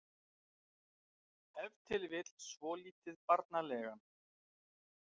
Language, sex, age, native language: Icelandic, male, 40-49, Icelandic